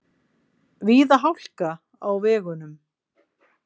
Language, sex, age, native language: Icelandic, female, 40-49, Icelandic